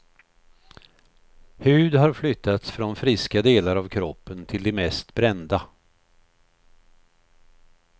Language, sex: Swedish, male